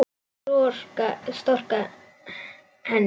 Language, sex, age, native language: Icelandic, female, 9, Icelandic